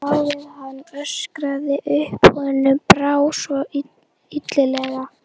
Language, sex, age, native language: Icelandic, other, 12, Icelandic